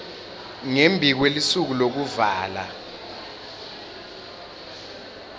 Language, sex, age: Swati, male, 19